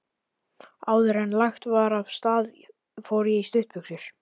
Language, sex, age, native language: Icelandic, male, 11, Icelandic